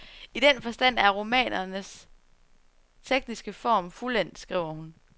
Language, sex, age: Danish, female, 34